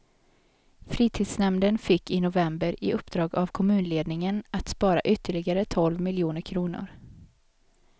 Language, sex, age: Swedish, female, 22